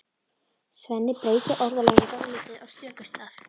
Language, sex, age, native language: Icelandic, female, 13, Icelandic